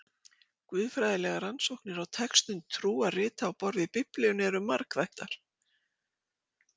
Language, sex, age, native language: Icelandic, female, 60-69, Icelandic